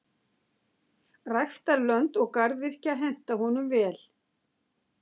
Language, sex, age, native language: Icelandic, female, 60-69, Icelandic